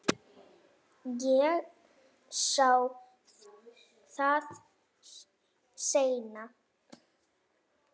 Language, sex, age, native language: Icelandic, female, 8, Icelandic